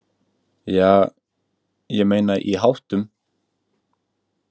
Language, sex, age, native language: Icelandic, male, 18-19, Icelandic